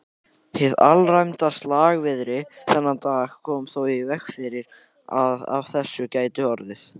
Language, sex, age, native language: Icelandic, male, 18-19, Icelandic